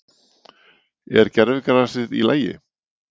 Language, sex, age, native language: Icelandic, male, 40-49, Icelandic